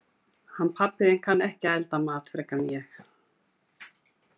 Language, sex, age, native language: Icelandic, female, 50-59, Icelandic